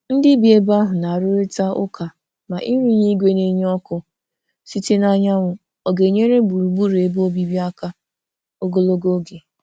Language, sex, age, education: Igbo, female, 30-45, tertiary